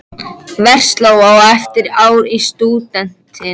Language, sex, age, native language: Icelandic, male, 13, Icelandic